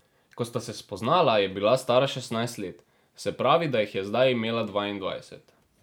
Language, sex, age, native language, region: Slovenian, male, 18-29, Slovenian, Drava region